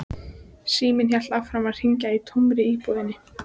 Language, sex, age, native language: Icelandic, female, 14, Icelandic